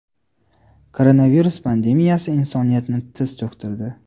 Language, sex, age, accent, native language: Uzbek, male, 18-24, Toshkent viloyati, Uzbek